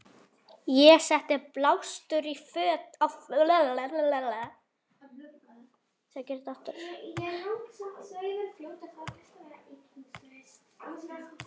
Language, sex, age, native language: Icelandic, female, 10, Icelandic